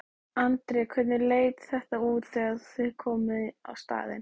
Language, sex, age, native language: Icelandic, female, 13, Icelandic